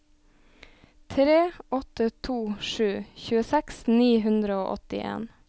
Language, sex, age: Norwegian, female, 26